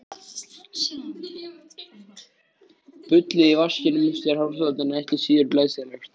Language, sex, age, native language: Icelandic, male, 13, Icelandic